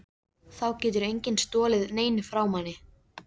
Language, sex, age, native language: Icelandic, female, 13, Icelandic